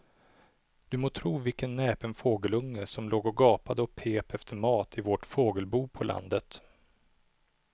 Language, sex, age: Swedish, male, 37